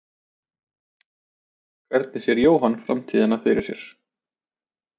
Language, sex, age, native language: Icelandic, male, 30-39, Icelandic